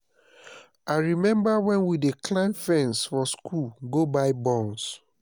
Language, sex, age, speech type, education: Nigerian Pidgin, male, 30-45, spontaneous, tertiary